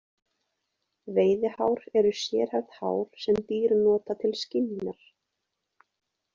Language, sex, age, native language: Icelandic, female, 20-29, Icelandic